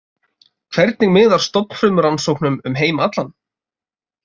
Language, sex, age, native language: Icelandic, male, 20-29, Icelandic